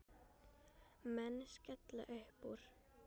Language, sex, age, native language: Icelandic, female, 10, Icelandic